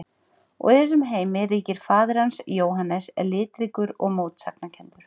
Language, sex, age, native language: Icelandic, female, 40-49, Icelandic